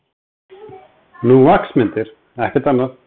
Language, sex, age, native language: Icelandic, male, 30-39, Icelandic